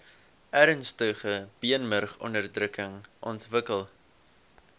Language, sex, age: Afrikaans, male, 18